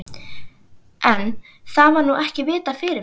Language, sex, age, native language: Icelandic, female, 11, Icelandic